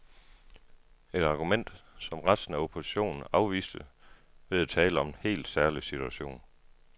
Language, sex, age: Danish, male, 33